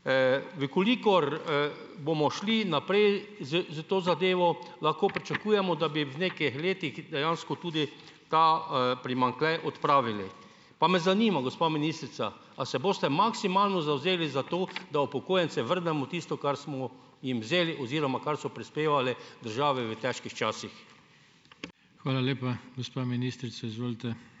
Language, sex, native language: Slovenian, male, Slovenian